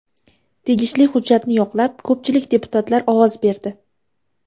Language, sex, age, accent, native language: Uzbek, female, 18-24, Farg'ona, Uzbek